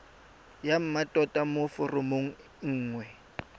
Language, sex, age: Tswana, male, 20